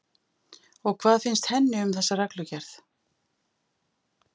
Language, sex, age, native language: Icelandic, female, 50-59, Icelandic